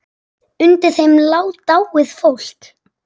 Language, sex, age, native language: Icelandic, female, 10, Icelandic